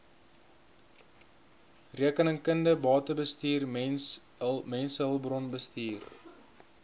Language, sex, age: Afrikaans, male, 21